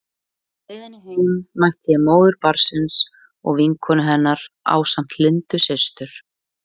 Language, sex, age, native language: Icelandic, female, 20-29, Icelandic